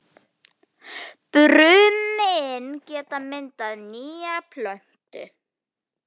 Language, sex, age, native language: Icelandic, female, 9, Icelandic